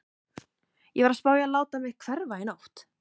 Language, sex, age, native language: Icelandic, female, 18-19, Icelandic